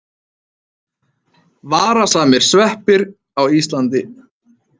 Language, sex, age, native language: Icelandic, male, 30-39, Icelandic